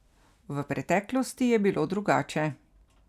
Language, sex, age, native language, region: Slovenian, female, 50-59, Slovenian, Carinthia region